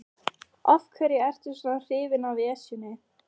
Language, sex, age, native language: Icelandic, female, 13, Icelandic